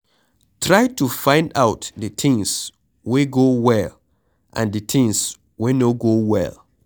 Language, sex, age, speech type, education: Nigerian Pidgin, male, 15-29, read, secondary